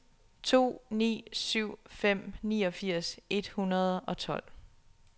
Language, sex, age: Danish, female, 27